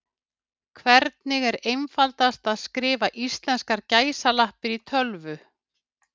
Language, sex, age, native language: Icelandic, female, 50-59, Icelandic